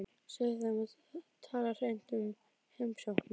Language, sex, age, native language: Icelandic, female, 12, Icelandic